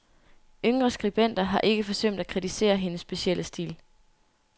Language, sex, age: Danish, female, 24